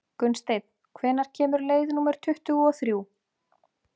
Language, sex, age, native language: Icelandic, female, 30-39, Icelandic